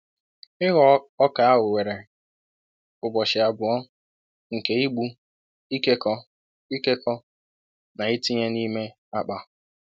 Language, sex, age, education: Igbo, male, 15-29, tertiary